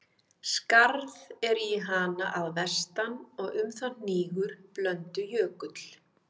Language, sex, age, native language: Icelandic, female, 50-59, Icelandic